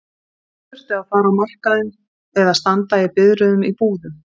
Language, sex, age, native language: Icelandic, female, 50-59, Icelandic